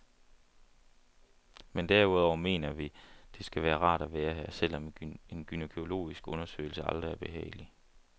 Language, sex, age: Danish, male, 29